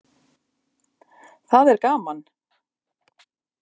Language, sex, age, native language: Icelandic, female, 50-59, Icelandic